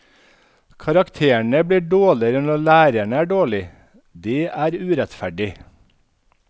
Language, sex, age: Norwegian, male, 51